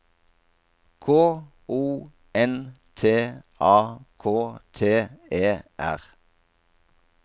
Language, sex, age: Norwegian, male, 57